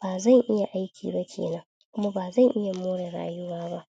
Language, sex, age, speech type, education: Hausa, female, 30-45, spontaneous, tertiary